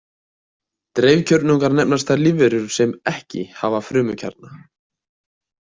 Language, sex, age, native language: Icelandic, male, 20-29, Icelandic